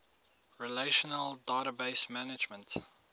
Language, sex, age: English, male, 19